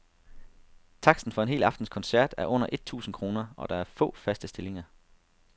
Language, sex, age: Danish, male, 32